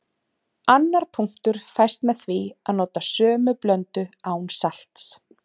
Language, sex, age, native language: Icelandic, female, 30-39, Icelandic